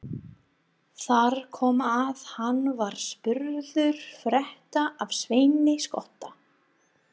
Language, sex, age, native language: Icelandic, female, 30-39, English